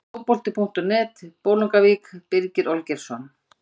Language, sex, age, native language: Icelandic, female, 50-59, Icelandic